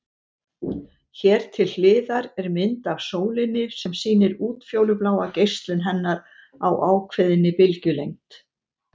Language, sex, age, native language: Icelandic, female, 70-79, Icelandic